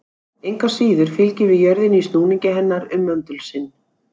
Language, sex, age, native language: Icelandic, female, 60-69, Icelandic